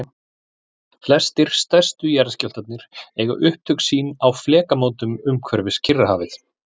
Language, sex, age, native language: Icelandic, male, 40-49, Icelandic